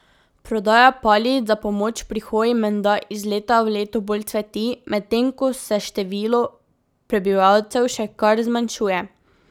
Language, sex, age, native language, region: Slovenian, female, 18-29, Slovenian, Drava region